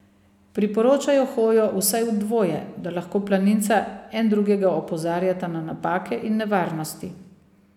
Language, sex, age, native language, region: Slovenian, female, 50-59, Slovenian, Savinja region